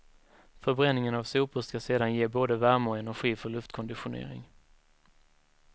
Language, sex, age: Swedish, male, 19